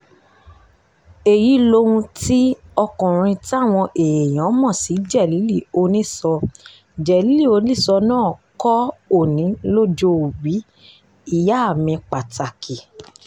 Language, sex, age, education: Yoruba, female, 15-29, tertiary